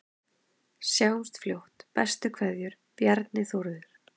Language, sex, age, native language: Icelandic, female, 30-39, Icelandic